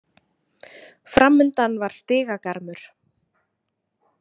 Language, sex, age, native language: Icelandic, female, 20-29, Icelandic